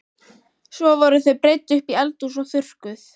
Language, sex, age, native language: Icelandic, female, 12, Icelandic